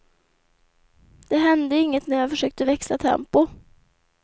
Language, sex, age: Swedish, female, 24